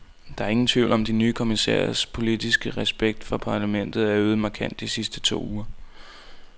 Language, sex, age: Danish, male, 19